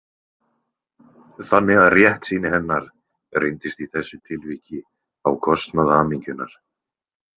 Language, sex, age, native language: Icelandic, male, 20-29, Icelandic